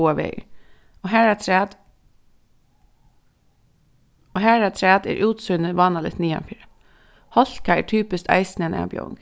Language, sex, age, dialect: Faroese, female, 15-35, Suðurstreymoy